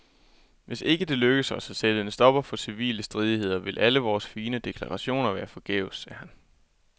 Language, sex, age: Danish, male, 24